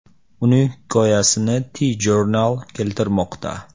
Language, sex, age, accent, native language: Uzbek, male, 18-24, Samarqand, Uzbek